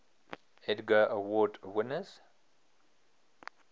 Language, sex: English, male